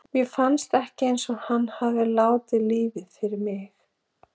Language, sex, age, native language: Icelandic, female, 40-49, Icelandic